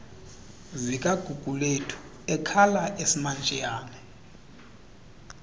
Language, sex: Xhosa, male